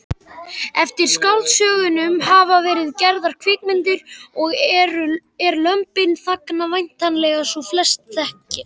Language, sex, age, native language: Icelandic, male, 18-19, Icelandic